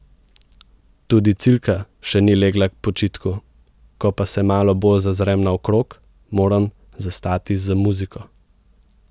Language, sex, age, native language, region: Slovenian, male, 18-29, Slovenian, Central Slovenia